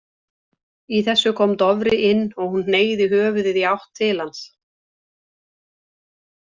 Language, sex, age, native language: Icelandic, female, 60-69, Icelandic